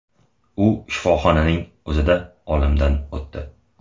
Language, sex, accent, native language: Uzbek, male, Andijon, Uzbek